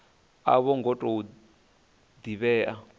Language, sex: Venda, male